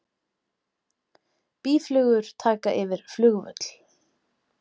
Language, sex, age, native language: Icelandic, female, 30-39, Icelandic